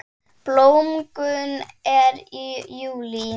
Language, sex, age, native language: Icelandic, female, 7, Icelandic